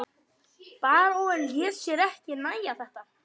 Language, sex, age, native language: Icelandic, male, 12, Icelandic